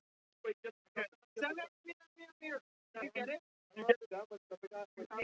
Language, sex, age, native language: Icelandic, male, 20-29, English